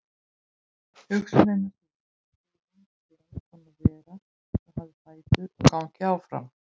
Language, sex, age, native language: Icelandic, female, 20-29, Icelandic